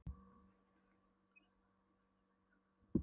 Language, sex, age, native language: Icelandic, female, 12, Polish